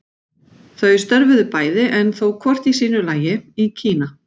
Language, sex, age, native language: Icelandic, female, 40-49, Icelandic